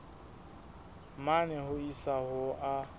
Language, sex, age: Southern Sotho, male, 20